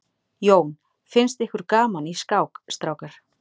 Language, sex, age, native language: Icelandic, female, 40-49, Icelandic